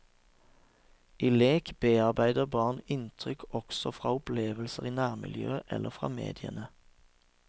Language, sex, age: Norwegian, male, 36